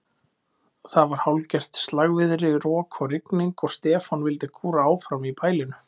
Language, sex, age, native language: Icelandic, male, 20-29, Icelandic